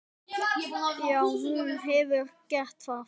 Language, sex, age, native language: Icelandic, male, 10, Icelandic